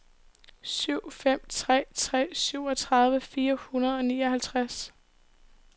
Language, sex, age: Danish, female, 18